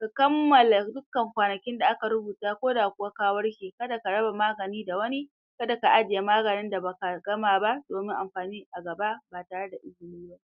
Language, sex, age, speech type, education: Hausa, male, 30-45, spontaneous, tertiary